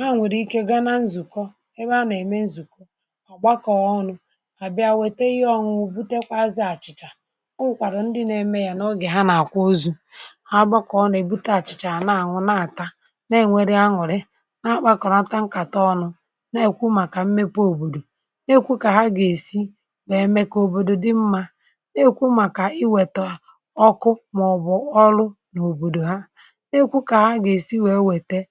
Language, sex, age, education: Igbo, female, 30-45, tertiary